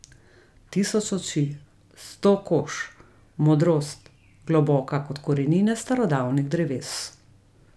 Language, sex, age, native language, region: Slovenian, female, 30-49, Slovenian, Gorica region